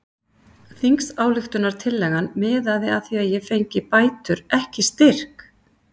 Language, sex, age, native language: Icelandic, female, 50-59, Icelandic